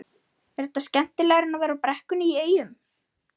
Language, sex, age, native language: Icelandic, male, 13, Icelandic